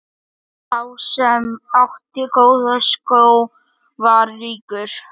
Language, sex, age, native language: Icelandic, male, 11, Icelandic